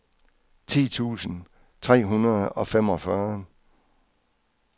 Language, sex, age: Danish, male, 66